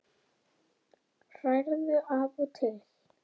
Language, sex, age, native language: Icelandic, female, 10, Icelandic